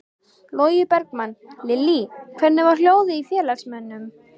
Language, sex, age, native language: Icelandic, female, 13, Icelandic